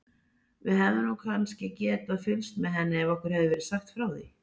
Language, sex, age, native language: Icelandic, female, 40-49, Icelandic